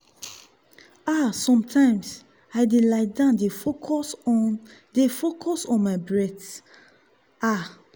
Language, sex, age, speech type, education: Nigerian Pidgin, female, 30-45, spontaneous, tertiary